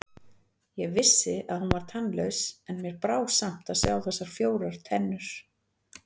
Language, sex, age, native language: Icelandic, female, 40-49, Icelandic